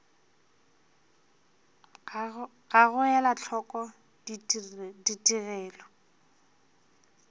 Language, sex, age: Northern Sotho, female, 22